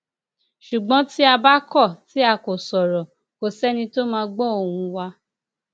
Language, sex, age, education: Yoruba, female, 30-45, tertiary